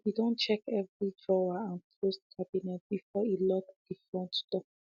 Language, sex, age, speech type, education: Nigerian Pidgin, female, 15-29, spontaneous, secondary